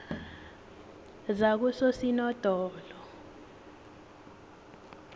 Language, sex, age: South Ndebele, female, 18